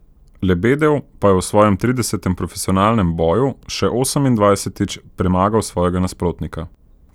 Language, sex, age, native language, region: Slovenian, male, 18-29, Slovenian, Central Slovenia